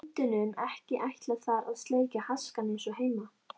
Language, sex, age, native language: Icelandic, female, 13, Icelandic